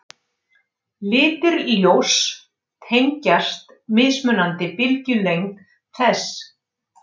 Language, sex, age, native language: Icelandic, female, 60-69, Icelandic